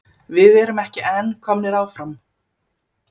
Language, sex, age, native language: Icelandic, female, 30-39, Icelandic